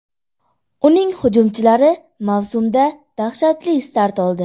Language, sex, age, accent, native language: Uzbek, female, 18-24, Andijon, Uzbek